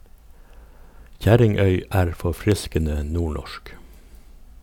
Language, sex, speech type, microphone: Norwegian, male, read, Sennheiser